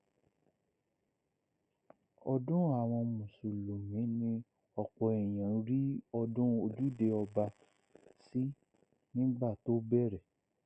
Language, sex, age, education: Yoruba, male, 60+, secondary